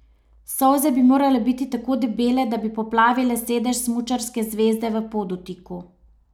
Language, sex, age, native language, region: Slovenian, female, 30-49, Slovenian, Savinja region